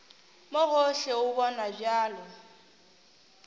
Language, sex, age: Northern Sotho, female, 19